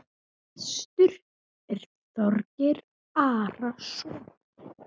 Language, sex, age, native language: Icelandic, female, 7, Icelandic